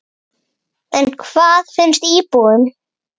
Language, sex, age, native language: Icelandic, female, 8, Icelandic